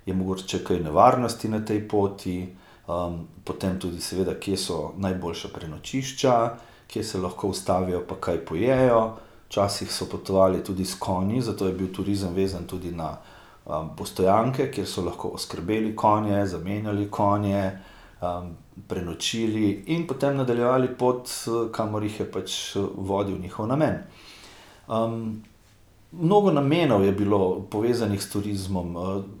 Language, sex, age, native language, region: Slovenian, male, 50-59, Slovenian, Gorica region